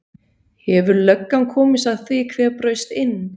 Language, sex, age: Icelandic, female, 40-49